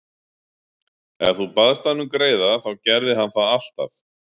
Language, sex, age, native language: Icelandic, male, 40-49, Icelandic